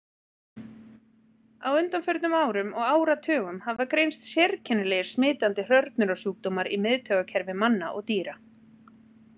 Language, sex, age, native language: Icelandic, female, 40-49, Icelandic